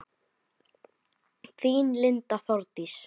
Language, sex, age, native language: Icelandic, male, 9, Icelandic